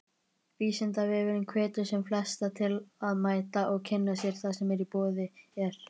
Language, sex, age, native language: Icelandic, male, 20-29, Icelandic